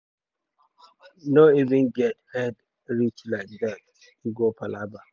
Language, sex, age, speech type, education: Nigerian Pidgin, male, 30-45, spontaneous, tertiary